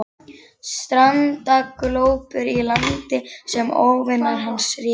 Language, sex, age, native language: Icelandic, female, 11, Icelandic